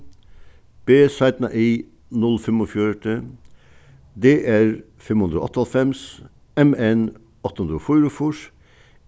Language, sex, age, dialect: Faroese, male, 61+, Suðuroy